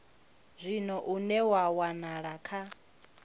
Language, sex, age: Venda, female, 21